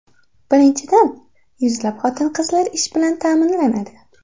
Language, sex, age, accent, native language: Uzbek, female, under 19, Andijon, Uzbek